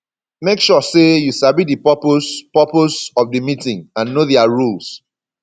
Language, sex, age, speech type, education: Nigerian Pidgin, male, 30-45, spontaneous, secondary